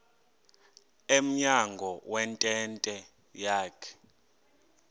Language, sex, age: Xhosa, male, 21